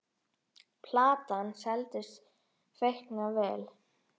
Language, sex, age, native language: Icelandic, male, 6, Icelandic